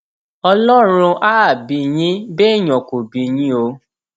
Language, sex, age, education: Yoruba, male, 15-29, tertiary